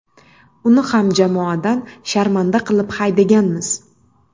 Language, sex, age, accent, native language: Uzbek, female, 25-34, Namangan, Uzbek